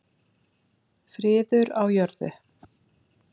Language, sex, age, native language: Icelandic, female, 7, Icelandic